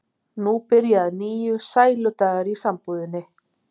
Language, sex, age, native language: Icelandic, female, 50-59, Icelandic